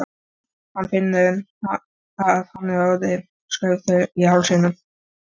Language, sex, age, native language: Icelandic, female, 13, Icelandic